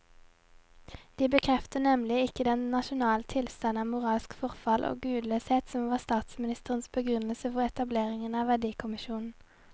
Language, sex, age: Norwegian, female, 22